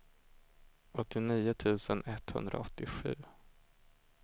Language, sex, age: Swedish, male, 25